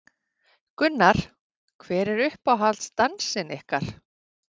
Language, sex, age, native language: Icelandic, female, 40-49, Icelandic